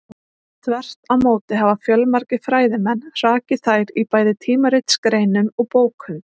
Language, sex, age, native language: Icelandic, female, 20-29, Icelandic